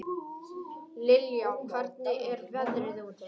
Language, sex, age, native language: Icelandic, male, 18-19, Icelandic